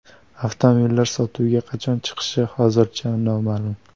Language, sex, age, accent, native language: Uzbek, male, 18-24, Toshkent viloyati, Uzbek